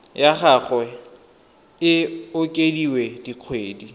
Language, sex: Tswana, male